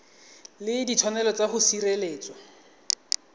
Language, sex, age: Tswana, male, 20